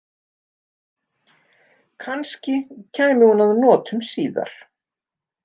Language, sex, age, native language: Icelandic, female, 50-59, Icelandic